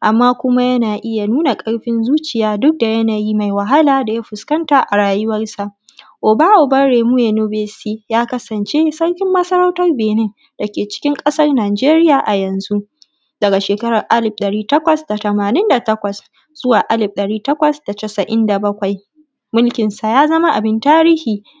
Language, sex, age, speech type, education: Hausa, female, 15-29, spontaneous, tertiary